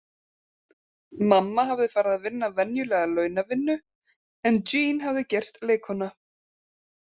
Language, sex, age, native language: Icelandic, female, 30-39, Icelandic